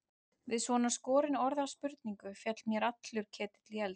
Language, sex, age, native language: Icelandic, male, 12, Icelandic